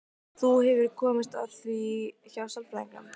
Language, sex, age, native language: Icelandic, female, 15, Icelandic